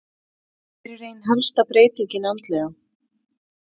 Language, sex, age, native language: Icelandic, female, 30-39, Icelandic